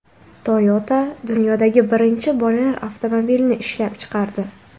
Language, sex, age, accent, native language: Uzbek, female, 18-24, Samarqand, Uzbek